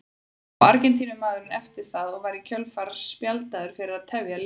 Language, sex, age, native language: Icelandic, female, 30-39, Icelandic